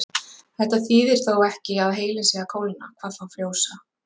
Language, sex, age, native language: Icelandic, female, 40-49, Icelandic